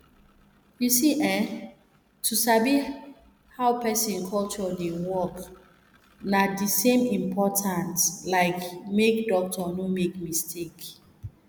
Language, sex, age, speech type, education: Nigerian Pidgin, female, 30-45, spontaneous, tertiary